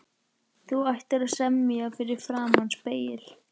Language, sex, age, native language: Icelandic, female, 12, Icelandic